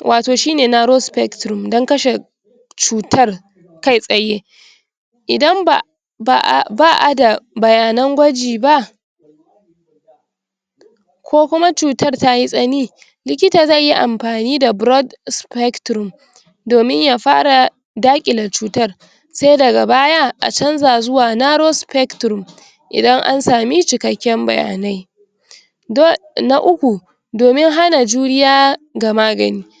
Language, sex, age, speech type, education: Hausa, female, 60+, spontaneous, tertiary